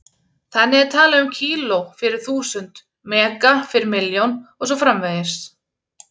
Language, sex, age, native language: Icelandic, female, 30-39, Icelandic